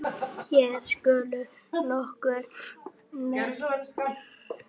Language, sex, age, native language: Icelandic, male, 8, Icelandic